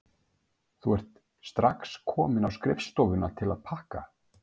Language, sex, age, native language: Icelandic, male, 50-59, Icelandic